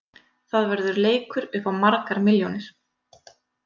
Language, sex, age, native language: Icelandic, female, 30-39, Icelandic